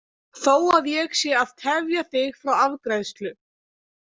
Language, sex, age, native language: Icelandic, female, 20-29, Icelandic